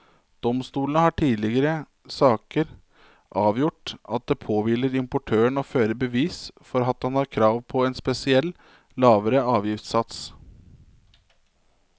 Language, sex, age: Norwegian, male, 27